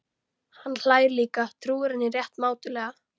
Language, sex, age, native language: Icelandic, female, 13, Icelandic